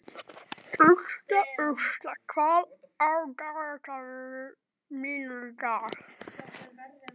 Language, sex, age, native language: Icelandic, male, 18-19, Icelandic